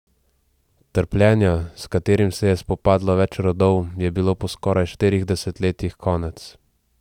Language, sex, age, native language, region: Slovenian, male, 18-29, Slovenian, Central Slovenia